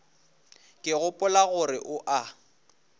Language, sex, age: Northern Sotho, male, 24